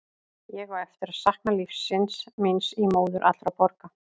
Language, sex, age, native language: Icelandic, female, 40-49, Icelandic